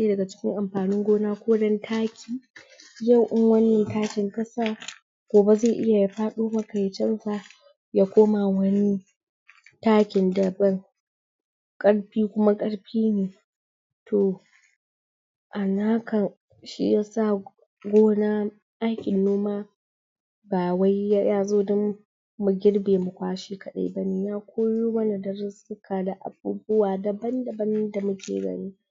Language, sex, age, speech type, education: Hausa, female, 60+, spontaneous, tertiary